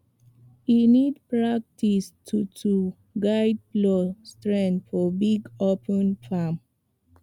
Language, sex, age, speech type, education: Nigerian Pidgin, female, 15-29, spontaneous, tertiary